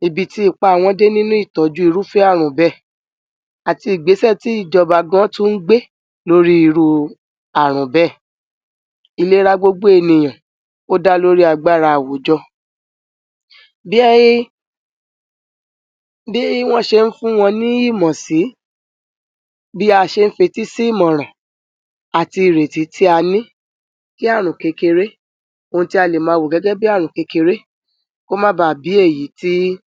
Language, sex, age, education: Yoruba, male, 46-60, tertiary